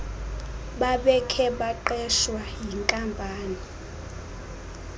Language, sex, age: Xhosa, female, 20